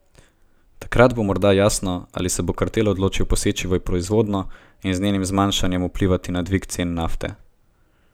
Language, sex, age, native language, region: Slovenian, male, 18-29, Slovenian, Gorenjska region